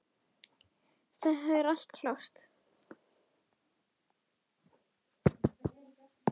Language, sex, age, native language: Icelandic, female, 10, Icelandic